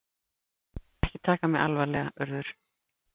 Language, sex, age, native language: Icelandic, female, 50-59, Icelandic